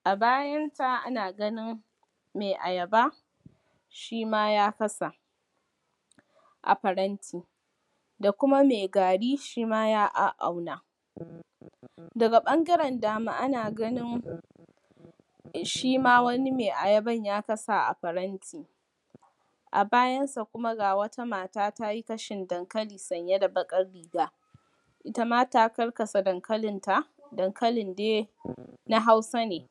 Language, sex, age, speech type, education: Hausa, female, 15-29, spontaneous, primary